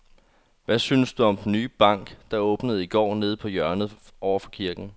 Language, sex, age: Danish, male, 21